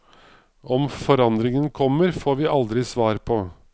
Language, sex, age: Norwegian, male, 55